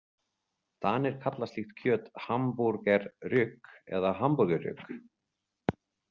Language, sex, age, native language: Icelandic, male, 40-49, Icelandic